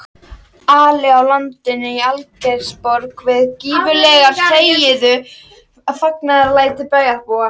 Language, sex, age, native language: Icelandic, female, 13, Icelandic